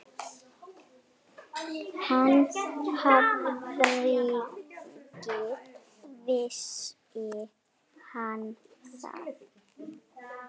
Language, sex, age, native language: Icelandic, female, 7, Icelandic